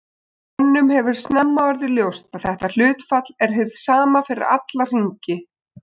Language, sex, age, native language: Icelandic, female, 20-29, Icelandic